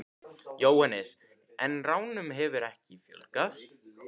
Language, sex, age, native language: Icelandic, male, 15, Icelandic